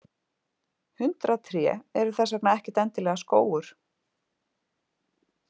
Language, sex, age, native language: Icelandic, female, 50-59, Icelandic